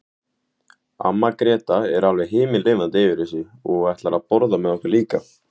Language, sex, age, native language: Icelandic, male, 18-19, Icelandic